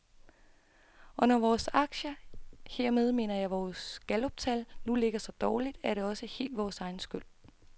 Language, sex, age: Danish, female, 32